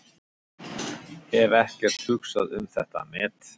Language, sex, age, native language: Icelandic, male, 50-59, Icelandic